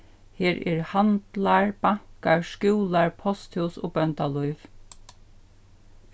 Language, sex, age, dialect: Faroese, female, 36-60, Suðurstreymoy